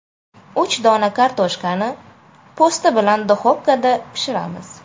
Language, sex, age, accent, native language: Uzbek, female, 25-34, Toshkent shahri, Uzbek